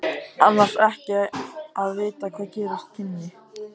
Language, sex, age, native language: Icelandic, male, 14, Icelandic